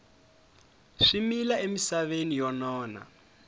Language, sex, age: Tsonga, male, 22